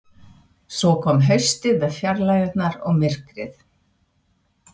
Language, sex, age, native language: Icelandic, female, 60-69, Swedish